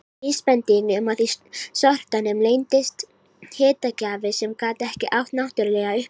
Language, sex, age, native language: Icelandic, female, 18-19, Icelandic